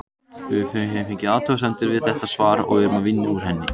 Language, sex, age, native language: Icelandic, male, 18-19, Icelandic